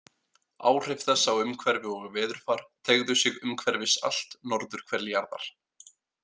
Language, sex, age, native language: Icelandic, male, 18-19, Icelandic